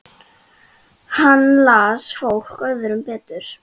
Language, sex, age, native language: Icelandic, female, 10, Icelandic